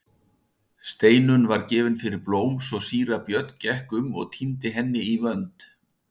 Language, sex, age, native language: Icelandic, male, 60-69, Icelandic